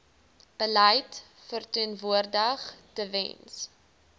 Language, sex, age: Afrikaans, female, 20